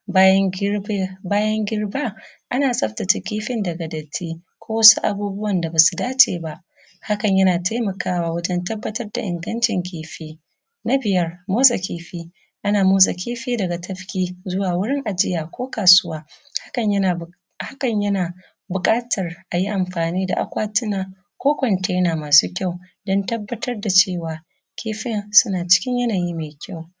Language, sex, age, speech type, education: Hausa, female, 30-45, spontaneous, secondary